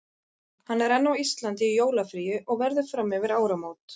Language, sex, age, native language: Icelandic, female, 30-39, Icelandic